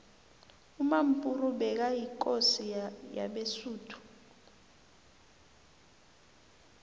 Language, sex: South Ndebele, female